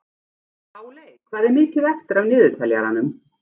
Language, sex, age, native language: Icelandic, female, 40-49, Icelandic